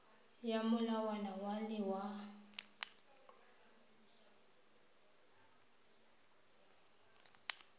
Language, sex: Tswana, female